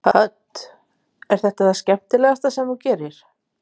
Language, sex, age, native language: Icelandic, female, 50-59, Icelandic